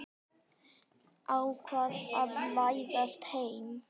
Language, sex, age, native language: Icelandic, male, 10, Icelandic